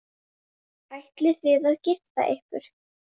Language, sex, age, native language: Icelandic, female, 10, Icelandic